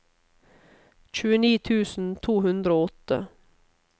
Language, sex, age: Norwegian, female, 31